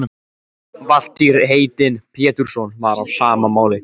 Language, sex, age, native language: Icelandic, male, 14, Icelandic